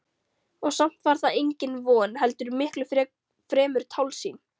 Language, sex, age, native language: Icelandic, female, 13, Icelandic